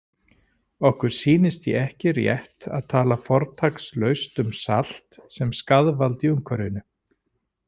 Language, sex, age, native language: Icelandic, male, 40-49, Icelandic